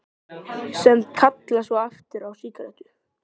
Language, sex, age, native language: Icelandic, male, 13, Icelandic